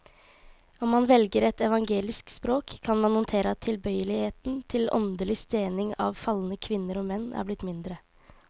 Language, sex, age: Norwegian, female, 18